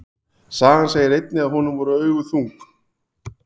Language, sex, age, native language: Icelandic, male, 40-49, Icelandic